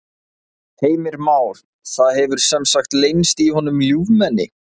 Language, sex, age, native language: Icelandic, male, 20-29, Icelandic